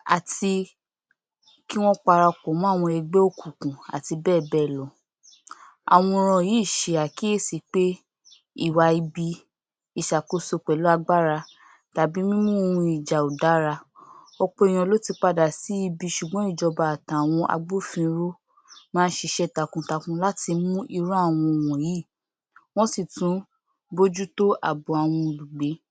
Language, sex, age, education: Yoruba, female, 46-60, tertiary